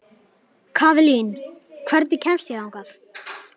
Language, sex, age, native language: Icelandic, male, 11, Icelandic